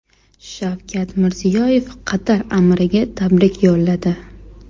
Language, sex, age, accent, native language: Uzbek, female, 18-24, Toshkent shahri, Uzbek